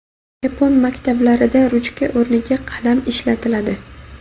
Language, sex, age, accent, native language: Uzbek, female, 19-29, Buxoro, Uzbek